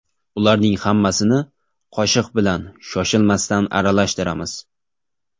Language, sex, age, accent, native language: Uzbek, male, 19-29, Jizzax, Uzbek